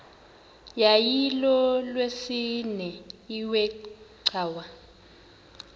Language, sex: Xhosa, male